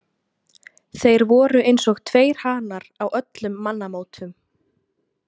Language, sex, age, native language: Icelandic, female, 20-29, Icelandic